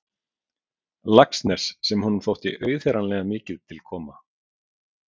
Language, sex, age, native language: Icelandic, male, 40-49, Icelandic